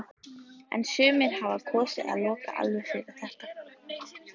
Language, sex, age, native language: Icelandic, female, 14, Icelandic